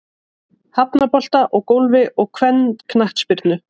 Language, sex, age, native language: Icelandic, female, 30-39, Icelandic